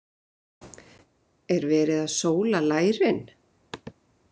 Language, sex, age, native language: Icelandic, female, 30-39, Icelandic